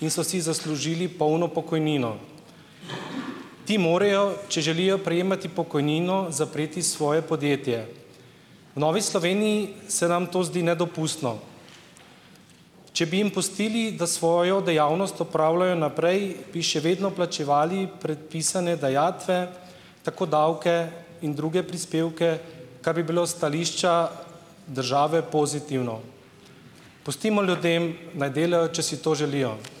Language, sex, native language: Slovenian, male, Slovenian